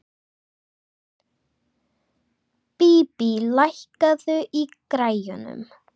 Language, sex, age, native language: Icelandic, other, 11, Icelandic